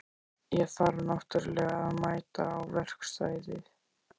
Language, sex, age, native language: Icelandic, male, 13, Icelandic